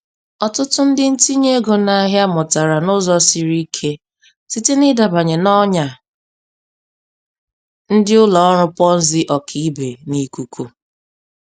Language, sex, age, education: Igbo, female, 30-45, tertiary